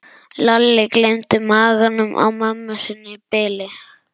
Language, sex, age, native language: Icelandic, male, 11, Icelandic